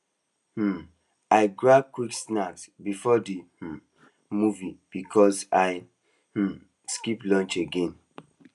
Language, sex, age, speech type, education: Nigerian Pidgin, male, 15-29, spontaneous, tertiary